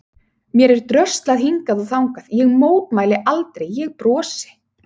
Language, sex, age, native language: Icelandic, female, 30-39, Icelandic